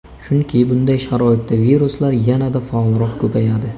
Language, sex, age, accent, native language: Uzbek, male, 25-34, Samarqand, Uzbek